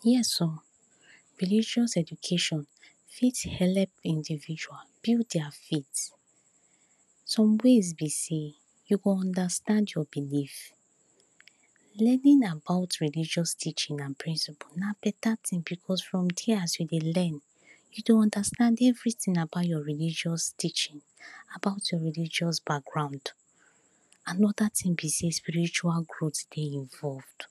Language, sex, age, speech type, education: Nigerian Pidgin, female, 46-60, spontaneous, tertiary